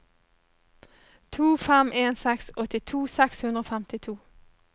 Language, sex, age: Norwegian, female, 37